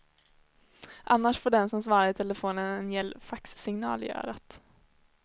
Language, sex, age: Swedish, female, 21